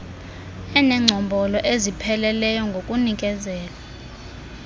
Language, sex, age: Xhosa, female, 23